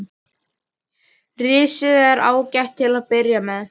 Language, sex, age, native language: Icelandic, female, 12, Icelandic